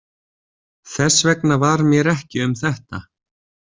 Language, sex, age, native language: Icelandic, male, 20-29, Icelandic